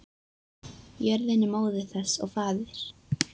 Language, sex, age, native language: Icelandic, female, 12, Icelandic